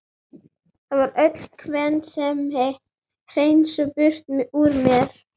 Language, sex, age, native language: Icelandic, female, 11, Icelandic